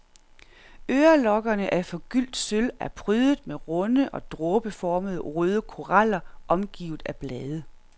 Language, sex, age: Danish, female, 46